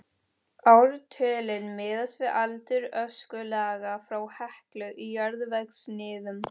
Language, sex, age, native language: Icelandic, female, 13, Spanish